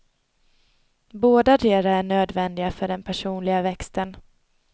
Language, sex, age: Swedish, female, 22